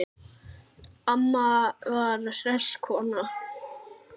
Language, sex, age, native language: Icelandic, male, 9, Icelandic